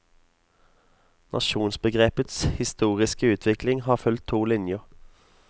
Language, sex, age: Norwegian, male, 22